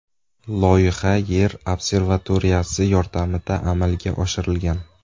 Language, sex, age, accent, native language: Uzbek, male, 18-24, Surxondaryo, Uzbek